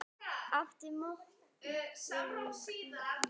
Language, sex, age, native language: Icelandic, female, 10, Icelandic